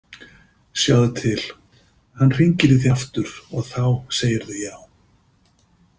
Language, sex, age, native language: Icelandic, male, 50-59, Icelandic